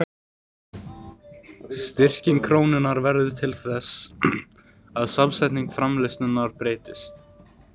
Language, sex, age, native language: Icelandic, male, 18-19, Icelandic